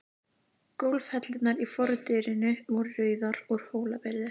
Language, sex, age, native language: Icelandic, female, 12, Icelandic